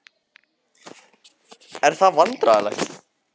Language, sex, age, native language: Icelandic, male, 14, Icelandic